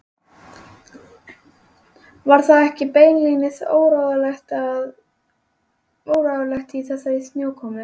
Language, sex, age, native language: Icelandic, female, 11, Icelandic